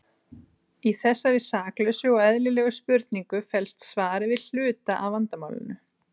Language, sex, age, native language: Icelandic, female, 30-39, Icelandic